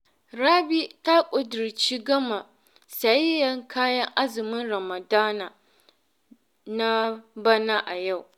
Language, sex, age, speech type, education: Hausa, female, 15-29, spontaneous, tertiary